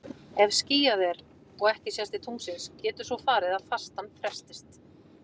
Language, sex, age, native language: Icelandic, female, 40-49, Icelandic